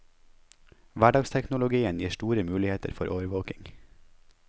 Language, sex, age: Norwegian, male, 21